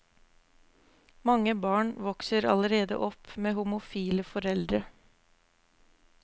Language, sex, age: Norwegian, female, 24